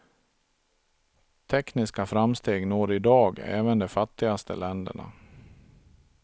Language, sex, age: Swedish, male, 42